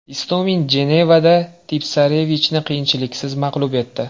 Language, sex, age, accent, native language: Uzbek, male, 25-34, Andijon, Uzbek